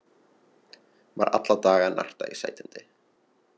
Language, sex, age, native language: Icelandic, male, 20-29, Icelandic